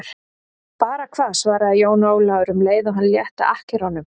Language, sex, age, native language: Icelandic, female, 30-39, Icelandic